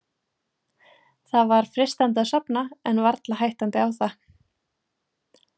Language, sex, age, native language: Icelandic, female, 20-29, Icelandic